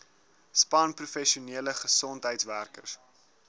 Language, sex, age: Afrikaans, male, 19